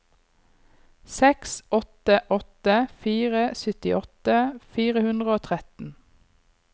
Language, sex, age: Norwegian, female, 39